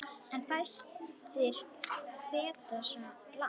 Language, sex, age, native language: Icelandic, female, 10, Icelandic